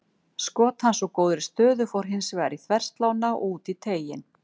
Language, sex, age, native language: Icelandic, female, 40-49, Icelandic